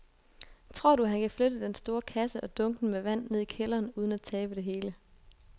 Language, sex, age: Danish, female, 22